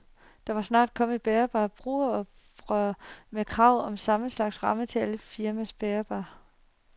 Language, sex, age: Danish, female, 30